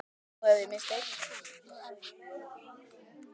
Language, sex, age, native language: Icelandic, male, 10, Icelandic